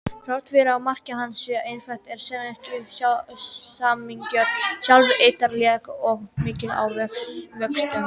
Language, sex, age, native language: Icelandic, female, 18-19, Icelandic